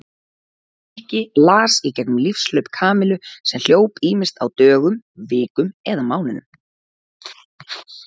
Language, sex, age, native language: Icelandic, female, 40-49, Icelandic